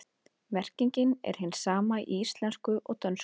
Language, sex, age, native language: Icelandic, female, 30-39, Icelandic